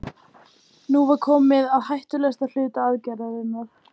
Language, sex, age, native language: Icelandic, female, 18-19, Icelandic